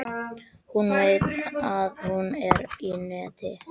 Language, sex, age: Icelandic, male, 12